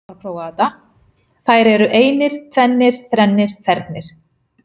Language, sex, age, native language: Icelandic, female, 50-59, Icelandic